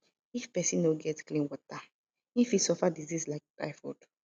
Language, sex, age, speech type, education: Nigerian Pidgin, female, 15-29, spontaneous, tertiary